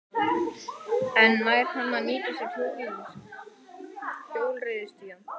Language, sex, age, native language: Icelandic, male, 11, Icelandic